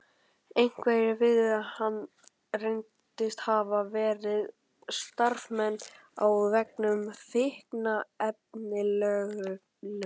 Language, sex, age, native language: Icelandic, male, 12, Icelandic